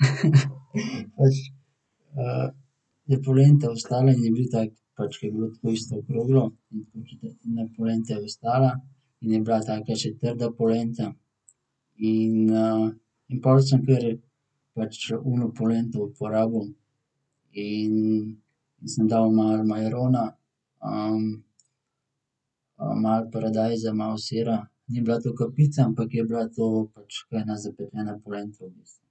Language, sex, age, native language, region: Slovenian, male, 18-29, Slovenian, Central Slovenia